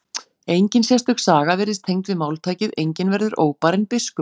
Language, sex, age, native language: Icelandic, female, 40-49, Icelandic